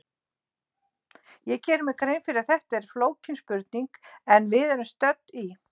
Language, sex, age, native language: Icelandic, female, 60-69, Icelandic